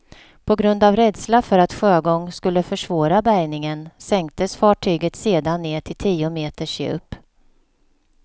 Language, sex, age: Swedish, female, 48